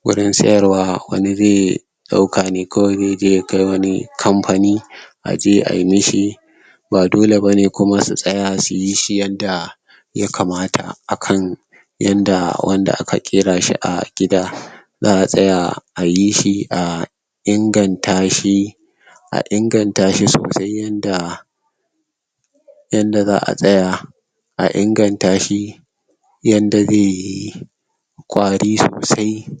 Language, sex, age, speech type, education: Hausa, male, 60+, spontaneous, tertiary